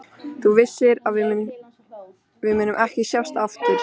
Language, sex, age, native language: Icelandic, female, 13, Icelandic